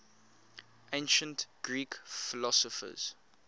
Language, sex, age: English, male, 22